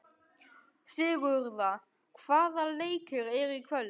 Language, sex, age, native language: Icelandic, male, 12, Icelandic